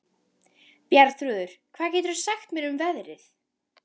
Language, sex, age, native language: Icelandic, female, 13, Icelandic